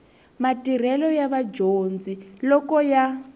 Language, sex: Tsonga, female